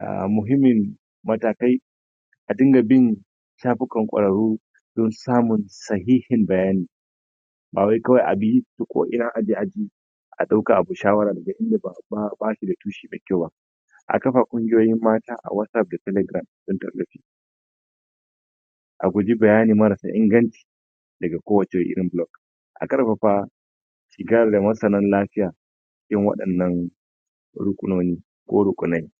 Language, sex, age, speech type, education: Hausa, male, 30-45, spontaneous, tertiary